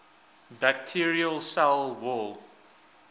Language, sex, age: English, male, 20